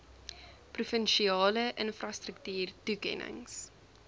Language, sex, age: Afrikaans, female, 20